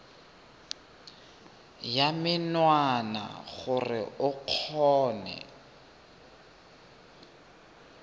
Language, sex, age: Tswana, male, 23